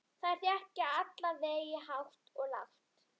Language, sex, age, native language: Icelandic, female, 11, Icelandic